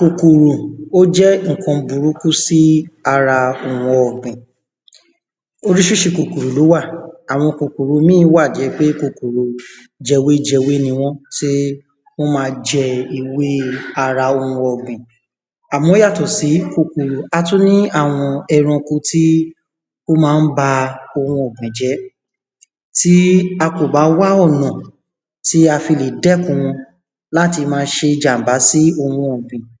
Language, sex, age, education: Yoruba, male, 15-29, tertiary